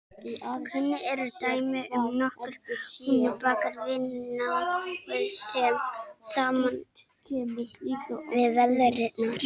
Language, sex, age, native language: Icelandic, female, 18-19, Icelandic